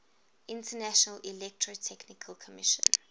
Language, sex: English, female